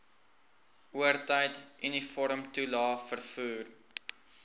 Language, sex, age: Afrikaans, male, 19